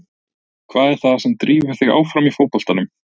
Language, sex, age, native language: Icelandic, male, 20-29, Icelandic